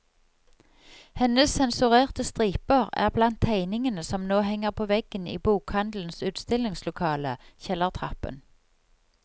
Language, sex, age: Norwegian, female, 55